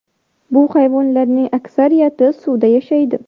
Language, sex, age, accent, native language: Uzbek, female, under 19, Sirdaryo, Uzbek